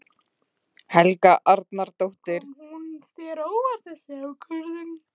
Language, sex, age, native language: Icelandic, female, 15, Icelandic